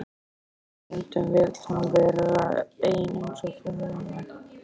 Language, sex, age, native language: Icelandic, male, 13, Icelandic